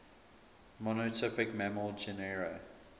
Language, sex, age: English, male, 24